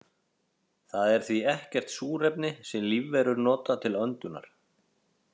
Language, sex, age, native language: Icelandic, male, 40-49, Icelandic